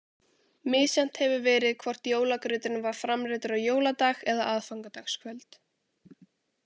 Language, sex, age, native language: Icelandic, female, 18-19, Icelandic